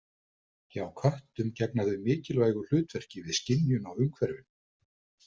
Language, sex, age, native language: Icelandic, male, 50-59, Icelandic